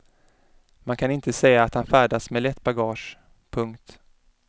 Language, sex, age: Swedish, male, 33